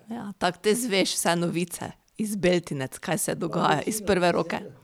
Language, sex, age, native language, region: Slovenian, female, 30-49, Slovenian, Pomurje region